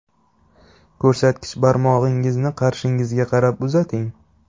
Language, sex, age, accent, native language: Uzbek, male, 25-34, Xorazm, Uzbek